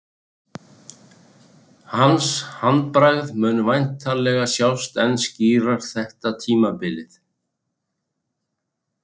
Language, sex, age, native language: Icelandic, male, 60-69, Icelandic